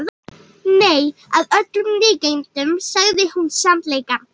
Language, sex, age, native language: Icelandic, female, 18-19, Icelandic